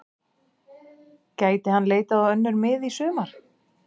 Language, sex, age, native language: Icelandic, female, 30-39, Icelandic